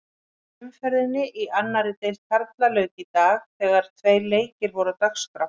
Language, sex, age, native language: Icelandic, female, 40-49, Icelandic